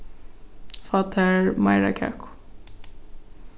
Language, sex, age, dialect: Faroese, female, 15-35, Suðurstreymoy